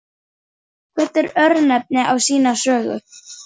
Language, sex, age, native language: Icelandic, male, 9, Icelandic